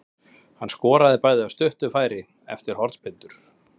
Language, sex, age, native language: Icelandic, male, 30-39, Icelandic